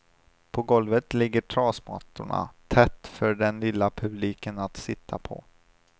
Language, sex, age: Swedish, male, 25